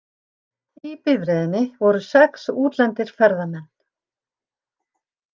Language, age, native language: Icelandic, 60-69, Icelandic